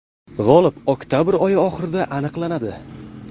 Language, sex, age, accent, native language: Uzbek, male, 18-24, Jizzax, Uzbek